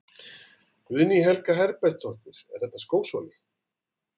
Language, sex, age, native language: Icelandic, male, 40-49, Icelandic